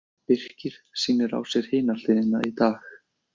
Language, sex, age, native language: Icelandic, male, 20-29, Icelandic